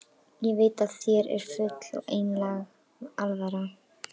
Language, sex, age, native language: Icelandic, female, 12, Icelandic